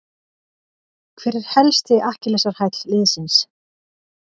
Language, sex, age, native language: Icelandic, female, 50-59, Icelandic